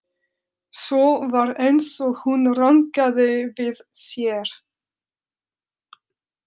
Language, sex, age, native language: Icelandic, female, 30-39, French